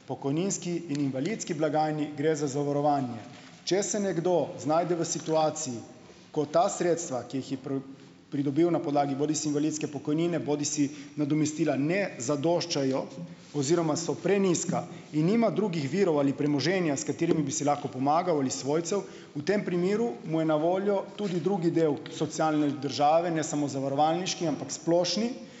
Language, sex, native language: Slovenian, male, Slovenian